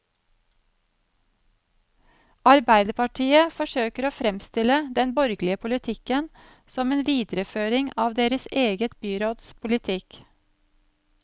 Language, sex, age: Norwegian, female, 35